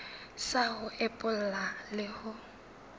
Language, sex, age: Southern Sotho, female, 19